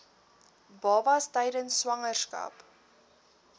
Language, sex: Afrikaans, female